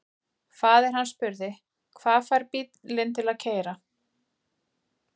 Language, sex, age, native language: Icelandic, female, 40-49, Icelandic